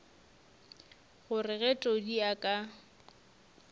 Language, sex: Northern Sotho, female